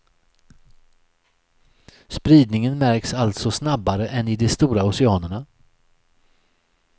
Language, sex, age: Swedish, male, 63